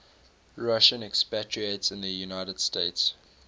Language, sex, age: English, male, 18